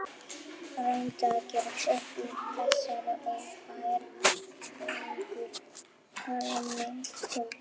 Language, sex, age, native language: Icelandic, female, 11, German